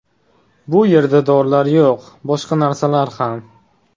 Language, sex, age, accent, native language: Uzbek, male, 18-24, Toshkent shahri, Uzbek